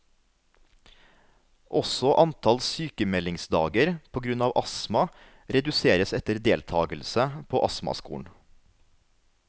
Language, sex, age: Norwegian, male, 33